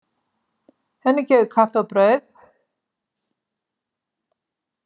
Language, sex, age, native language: Icelandic, female, 70-79, Icelandic